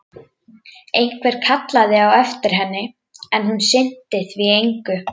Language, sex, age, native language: Icelandic, female, 11, Icelandic